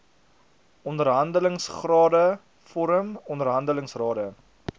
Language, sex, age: Afrikaans, male, 22